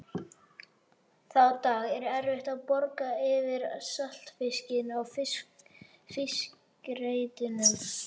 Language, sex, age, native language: Icelandic, male, 12, Icelandic